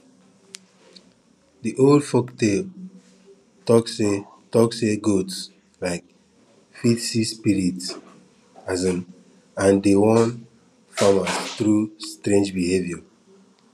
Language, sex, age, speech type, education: Nigerian Pidgin, female, 15-29, spontaneous, tertiary